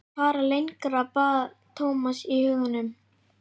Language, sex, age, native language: Icelandic, male, 11, Icelandic